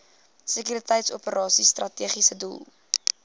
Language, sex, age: Afrikaans, female, 21